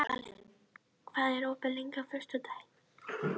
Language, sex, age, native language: Icelandic, female, 13, Icelandic